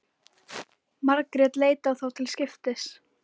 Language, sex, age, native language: Icelandic, female, 11, Icelandic